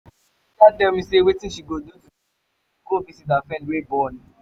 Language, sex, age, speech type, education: Nigerian Pidgin, male, 15-29, spontaneous, tertiary